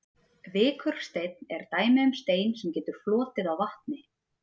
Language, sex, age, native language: Icelandic, female, 30-39, Icelandic